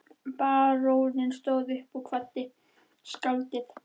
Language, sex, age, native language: Icelandic, female, 13, Icelandic